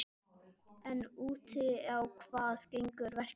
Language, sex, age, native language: Icelandic, male, 12, Icelandic